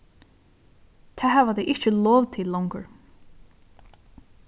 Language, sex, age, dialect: Faroese, female, 15-35, Suðurstreymoy